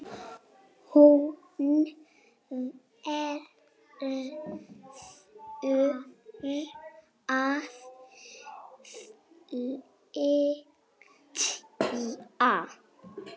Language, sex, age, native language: Icelandic, male, 8, Icelandic